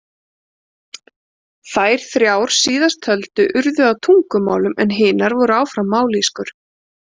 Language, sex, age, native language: Icelandic, female, 40-49, Icelandic